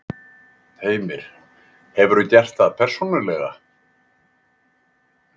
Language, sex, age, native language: Icelandic, male, 80-89, Icelandic